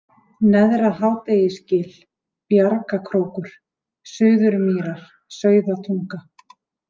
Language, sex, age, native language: Icelandic, female, 30-39, Icelandic